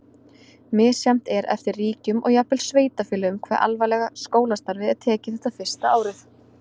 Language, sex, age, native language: Icelandic, female, 20-29, Icelandic